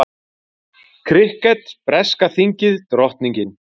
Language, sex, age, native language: Icelandic, male, 40-49, Icelandic